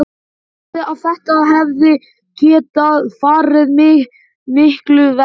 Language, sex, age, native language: Icelandic, male, 11, Icelandic